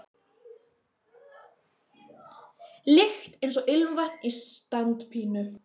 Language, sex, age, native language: Icelandic, female, 11, Icelandic